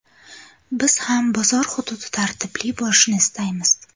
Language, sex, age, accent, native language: Uzbek, female, 18-24, Qashqadaryo, Uzbek